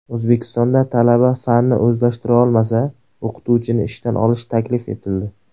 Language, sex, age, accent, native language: Uzbek, male, 19-29, Surxondaryo, Uzbek